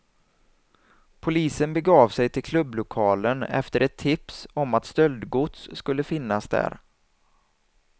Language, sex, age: Swedish, male, 27